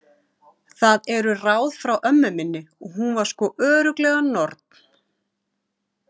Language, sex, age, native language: Icelandic, female, 40-49, Icelandic